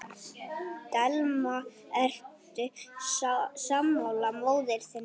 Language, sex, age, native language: Icelandic, male, 8, Icelandic